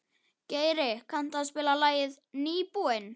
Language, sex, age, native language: Icelandic, male, 11, Icelandic